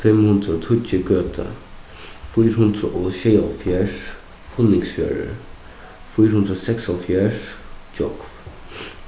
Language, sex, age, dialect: Faroese, male, 15-35, Suðuroy